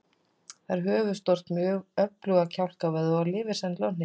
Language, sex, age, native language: Icelandic, female, 20-29, Icelandic